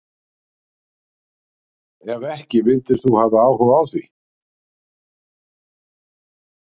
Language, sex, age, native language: Icelandic, male, 60-69, Icelandic